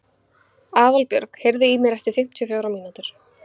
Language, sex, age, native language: Icelandic, female, 15, Icelandic